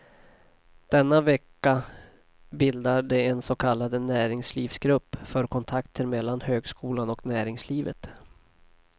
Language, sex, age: Swedish, male, 40